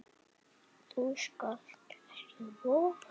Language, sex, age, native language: Icelandic, male, 7, Icelandic